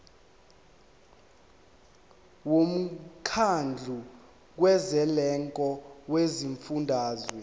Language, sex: Zulu, male